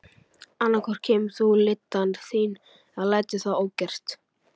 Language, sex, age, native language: Icelandic, male, 11, Icelandic